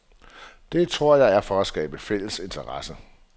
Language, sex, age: Danish, male, 47